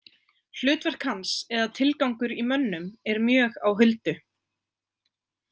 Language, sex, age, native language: Icelandic, female, 20-29, Icelandic